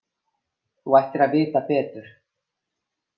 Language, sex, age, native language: Icelandic, female, 50-59, Icelandic